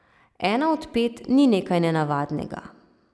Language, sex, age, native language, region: Slovenian, female, 30-49, Slovenian, Savinja region